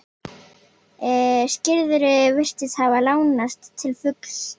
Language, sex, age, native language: Icelandic, female, 18-19, Icelandic